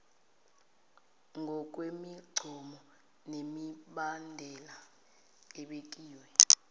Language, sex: Zulu, female